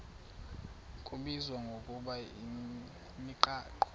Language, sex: Xhosa, male